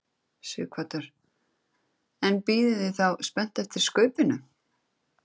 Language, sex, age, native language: Icelandic, female, 30-39, Icelandic